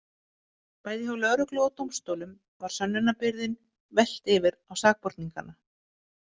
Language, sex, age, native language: Icelandic, female, 50-59, Icelandic